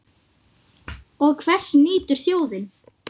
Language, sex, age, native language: Icelandic, female, 10, Icelandic